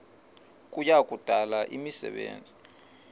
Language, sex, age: Xhosa, male, 38